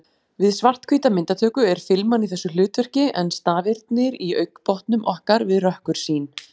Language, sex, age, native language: Icelandic, female, 40-49, Icelandic